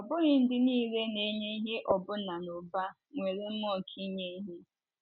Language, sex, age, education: Igbo, female, 15-29, tertiary